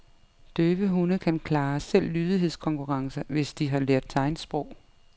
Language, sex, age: Danish, female, 55